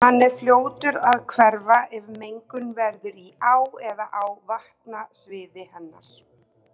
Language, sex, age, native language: Icelandic, female, 30-39, Icelandic